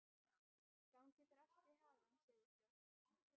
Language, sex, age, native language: Icelandic, female, 12, Icelandic